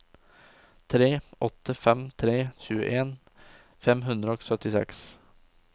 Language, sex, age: Norwegian, male, 20